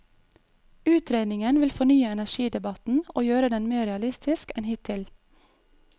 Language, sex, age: Norwegian, female, 22